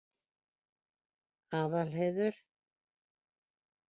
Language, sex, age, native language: Icelandic, female, 40-49, Icelandic